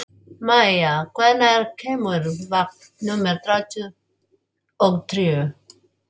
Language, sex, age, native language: Icelandic, female, 40-49, Filipino